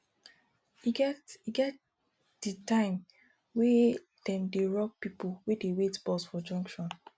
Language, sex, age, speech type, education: Nigerian Pidgin, female, 15-29, spontaneous, tertiary